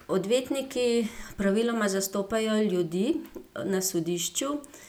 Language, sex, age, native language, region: Slovenian, female, 50-59, Slovenian, Gorenjska region